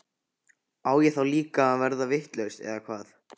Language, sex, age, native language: Icelandic, male, 15, Icelandic